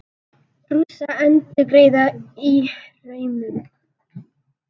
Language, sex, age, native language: Icelandic, male, 30-39, Icelandic